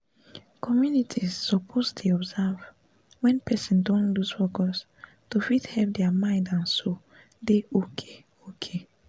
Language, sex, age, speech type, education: Nigerian Pidgin, female, 15-29, spontaneous, tertiary